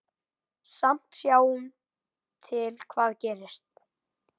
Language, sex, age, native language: Icelandic, male, 10, Icelandic